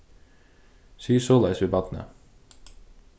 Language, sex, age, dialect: Faroese, male, 15-35, Suðurstreymoy